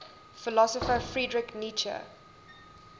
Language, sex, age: English, female, 20